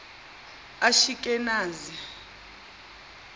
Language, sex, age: Zulu, female, 24